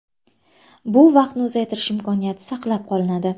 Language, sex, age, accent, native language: Uzbek, female, 18-24, Toshkent shahri, Uzbek